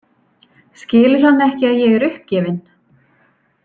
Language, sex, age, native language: Icelandic, female, 40-49, Icelandic